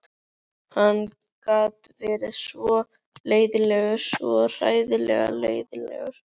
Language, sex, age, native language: Icelandic, other, 11, Icelandic